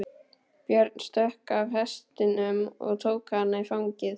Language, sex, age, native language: Icelandic, male, 12, Icelandic